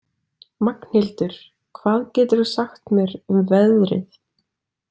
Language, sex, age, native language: Icelandic, female, 20-29, Icelandic